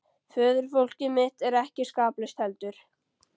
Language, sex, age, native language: Icelandic, female, 13, Icelandic